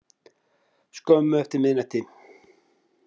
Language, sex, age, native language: Icelandic, male, 50-59, Icelandic